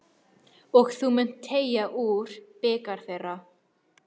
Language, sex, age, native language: Icelandic, female, 13, Icelandic